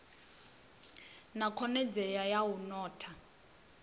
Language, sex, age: Venda, female, 22